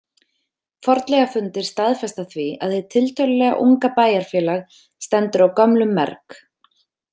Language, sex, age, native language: Icelandic, female, 30-39, Icelandic